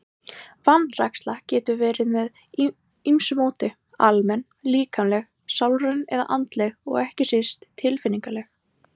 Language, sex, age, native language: Icelandic, female, 18-19, Icelandic